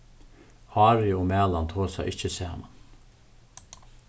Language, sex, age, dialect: Faroese, male, 36-60, Suðurstreymoy